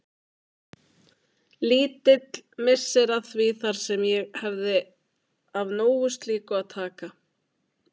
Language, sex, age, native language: Icelandic, female, 20-29, Icelandic